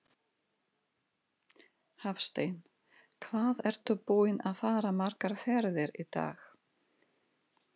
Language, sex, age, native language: Icelandic, female, 40-49, Russian